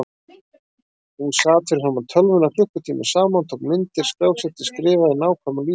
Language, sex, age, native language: Icelandic, male, 30-39, Icelandic